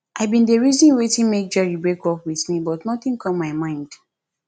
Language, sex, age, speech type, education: Nigerian Pidgin, female, 30-45, spontaneous, tertiary